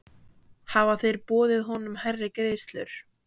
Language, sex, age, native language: Icelandic, female, 18-19, Icelandic